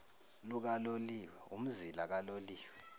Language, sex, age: Zulu, male, 19